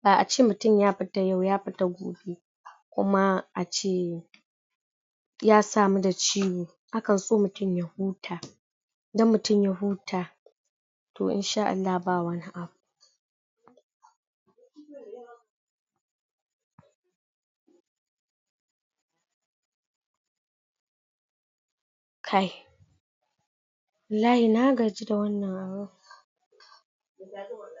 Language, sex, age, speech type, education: Hausa, female, 60+, spontaneous, tertiary